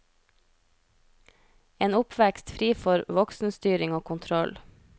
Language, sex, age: Norwegian, female, 33